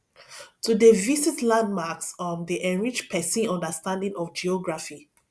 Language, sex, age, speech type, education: Nigerian Pidgin, female, 30-45, spontaneous, tertiary